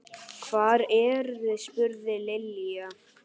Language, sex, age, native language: Icelandic, male, 8, Icelandic